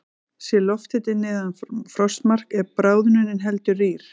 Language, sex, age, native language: Icelandic, female, 40-49, Icelandic